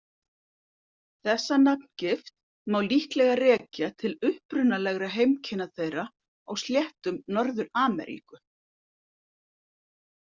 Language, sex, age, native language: Icelandic, female, 50-59, Icelandic